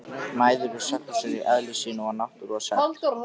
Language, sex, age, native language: Icelandic, male, 13, Icelandic